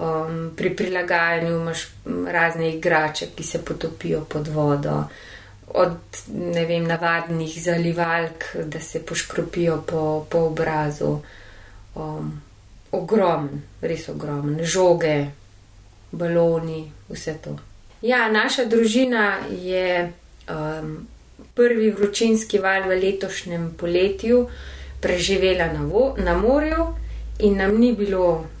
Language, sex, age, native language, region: Slovenian, female, 30-49, Slovenian, Gorenjska region